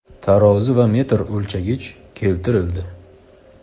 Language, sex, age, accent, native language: Uzbek, male, 18-24, Surxondaryo, Uzbek